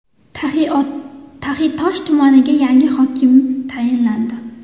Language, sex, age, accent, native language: Uzbek, female, 19-29, Toshkent shahri, Uzbek